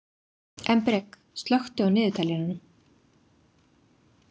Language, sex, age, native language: Icelandic, female, 30-39, Icelandic